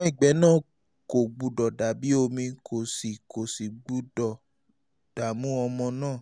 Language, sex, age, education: Yoruba, male, 30-45, tertiary